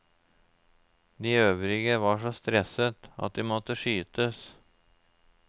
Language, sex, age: Norwegian, male, 34